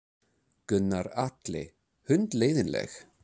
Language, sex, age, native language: Icelandic, male, 30-39, English